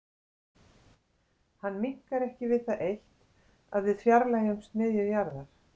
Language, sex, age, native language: Icelandic, female, 60-69, Icelandic